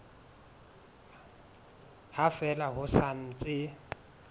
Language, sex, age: Southern Sotho, male, 22